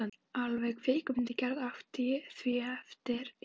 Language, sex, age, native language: Icelandic, female, 11, Icelandic